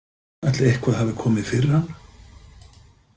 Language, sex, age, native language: Icelandic, male, 50-59, Icelandic